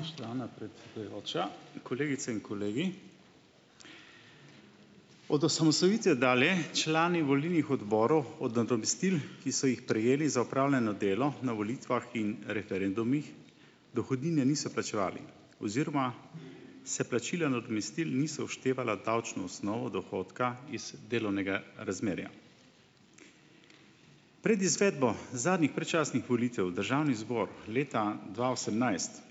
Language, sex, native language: Slovenian, male, Slovenian